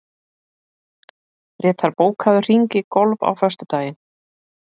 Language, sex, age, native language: Icelandic, female, 50-59, Icelandic